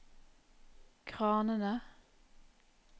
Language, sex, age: Norwegian, female, 44